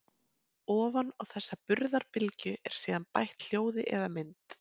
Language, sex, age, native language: Icelandic, female, 20-29, Icelandic